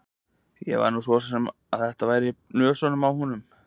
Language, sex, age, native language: Icelandic, male, 20-29, Icelandic